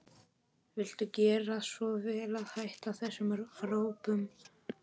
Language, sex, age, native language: Icelandic, male, 11, Polish